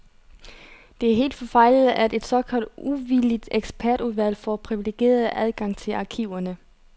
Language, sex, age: Danish, female, 30